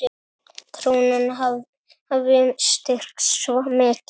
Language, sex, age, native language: Icelandic, male, 7, Icelandic